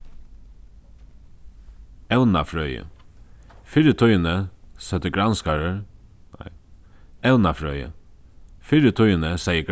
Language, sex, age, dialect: Faroese, male, 15-35, Suðuroy